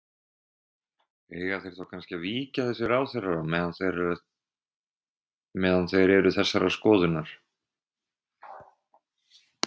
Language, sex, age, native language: Icelandic, male, 20-29, Icelandic